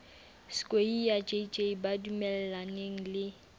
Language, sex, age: Southern Sotho, female, 18